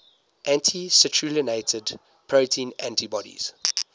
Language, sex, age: English, male, 19